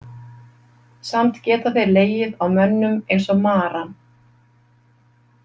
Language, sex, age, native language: Icelandic, female, 50-59, Icelandic